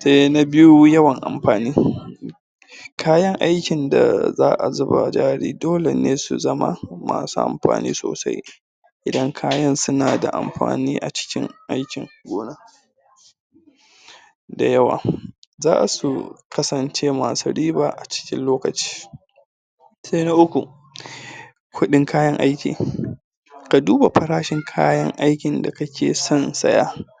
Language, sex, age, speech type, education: Hausa, male, 30-45, spontaneous, tertiary